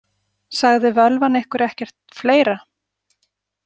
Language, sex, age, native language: Icelandic, female, 40-49, Icelandic